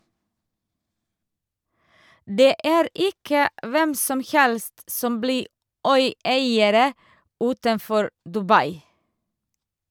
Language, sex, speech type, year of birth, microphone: Norwegian, female, read, 1978, Shure